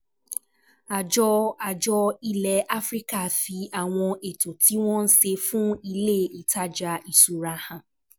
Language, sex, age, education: Yoruba, female, 15-29, tertiary